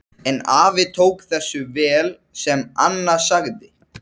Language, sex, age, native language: Icelandic, male, 13, Icelandic